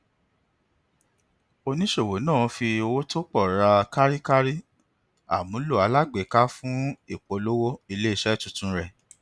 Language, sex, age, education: Yoruba, male, 30-45, tertiary